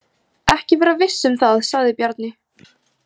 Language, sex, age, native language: Icelandic, female, 18-19, Icelandic